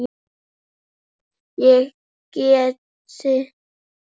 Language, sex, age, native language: Icelandic, male, 8, Icelandic